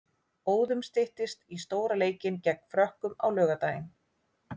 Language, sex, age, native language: Icelandic, female, 40-49, Icelandic